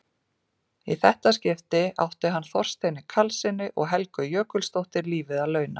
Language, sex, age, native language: Icelandic, female, 40-49, Icelandic